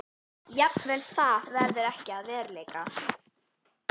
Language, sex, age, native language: Icelandic, female, 11, Icelandic